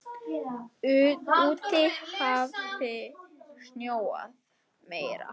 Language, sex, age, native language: Icelandic, male, 10, Icelandic